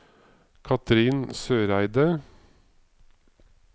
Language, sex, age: Norwegian, male, 55